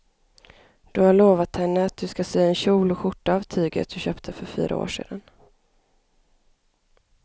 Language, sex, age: Swedish, female, 25